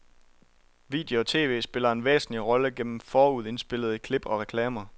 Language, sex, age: Danish, male, 23